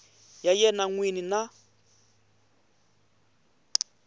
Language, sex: Tsonga, male